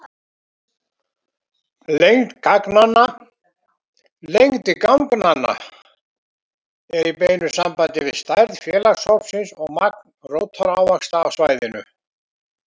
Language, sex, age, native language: Icelandic, male, 70-79, Icelandic